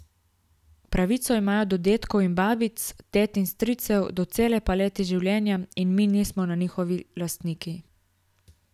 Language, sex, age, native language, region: Slovenian, female, 18-29, Slovenian, Gorica region